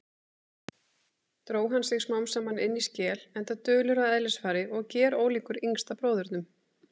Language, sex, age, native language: Icelandic, female, 30-39, Icelandic